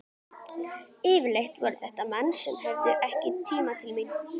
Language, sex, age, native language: Icelandic, female, 11, Icelandic